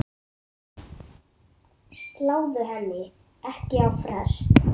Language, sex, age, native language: Icelandic, male, 8, Icelandic